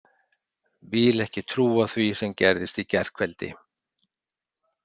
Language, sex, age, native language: Icelandic, male, 60-69, Icelandic